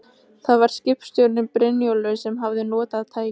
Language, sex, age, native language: Icelandic, female, 15, Icelandic